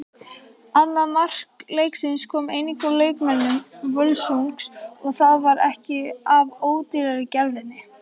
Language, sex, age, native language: Icelandic, female, 18-19, Icelandic